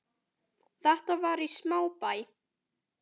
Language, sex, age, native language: Icelandic, male, 9, Icelandic